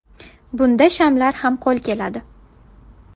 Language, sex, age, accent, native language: Uzbek, female, 19-29, Buxoro, Uzbek